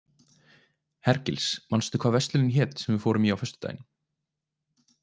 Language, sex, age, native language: Icelandic, male, 20-29, Icelandic